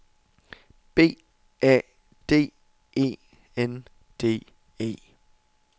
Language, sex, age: Danish, male, 27